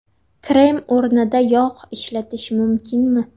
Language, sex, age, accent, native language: Uzbek, female, 19-29, Namangan, Uzbek